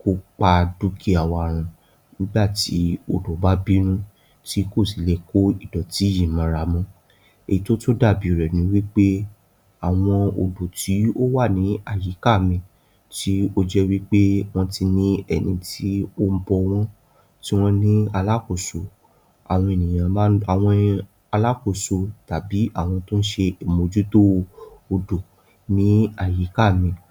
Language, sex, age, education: Yoruba, male, 46-60, tertiary